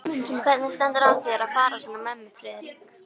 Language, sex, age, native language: Icelandic, female, 13, Icelandic